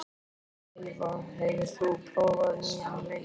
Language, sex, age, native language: Icelandic, male, 13, Icelandic